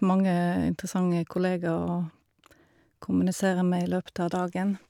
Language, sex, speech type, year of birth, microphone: Norwegian, female, spontaneous, 1972, Shure